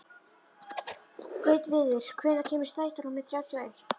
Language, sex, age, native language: Icelandic, female, 11, Icelandic